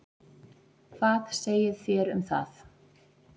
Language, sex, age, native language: Icelandic, female, 40-49, Icelandic